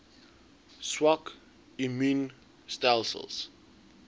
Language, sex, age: Afrikaans, male, 20